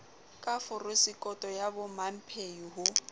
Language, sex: Southern Sotho, female